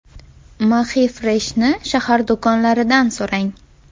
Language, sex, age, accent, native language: Uzbek, female, 18-24, Toshkent viloyati, Uzbek